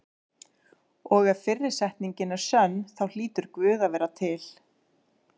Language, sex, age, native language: Icelandic, female, 30-39, Icelandic